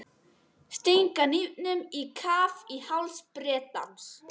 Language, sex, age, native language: Icelandic, female, 12, Icelandic